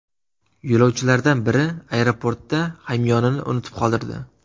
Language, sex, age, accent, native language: Uzbek, male, 18-24, Surxondaryo, Uzbek